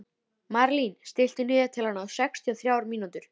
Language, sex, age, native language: Icelandic, female, 13, Icelandic